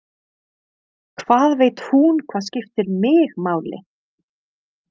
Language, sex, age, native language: Icelandic, female, 30-39, Icelandic